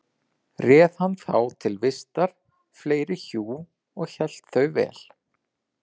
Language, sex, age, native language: Icelandic, male, 40-49, Icelandic